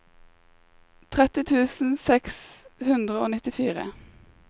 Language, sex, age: Norwegian, female, 21